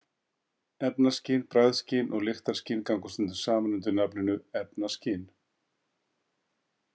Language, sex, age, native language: Icelandic, male, 50-59, Icelandic